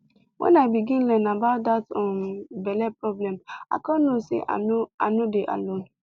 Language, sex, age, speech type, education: Nigerian Pidgin, female, 15-29, spontaneous, tertiary